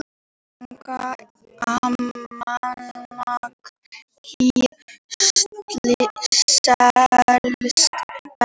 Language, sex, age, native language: Icelandic, female, 18-19, Icelandic